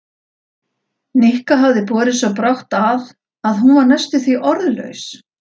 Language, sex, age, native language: Icelandic, female, 40-49, Icelandic